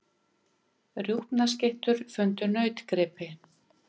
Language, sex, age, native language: Icelandic, female, 50-59, Icelandic